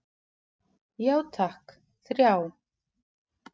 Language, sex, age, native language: Icelandic, female, 40-49, Icelandic